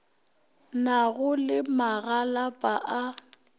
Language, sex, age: Northern Sotho, female, 23